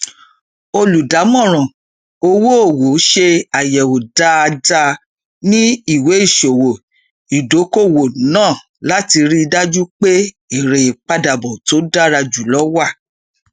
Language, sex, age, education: Yoruba, female, 46-60, tertiary